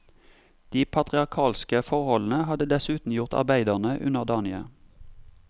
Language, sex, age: Norwegian, male, 32